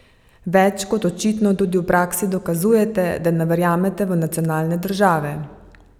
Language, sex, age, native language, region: Slovenian, female, 50-59, Slovenian, Savinja region